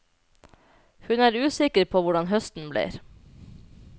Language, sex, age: Norwegian, female, 29